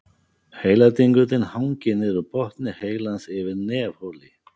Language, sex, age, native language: Icelandic, male, 50-59, Icelandic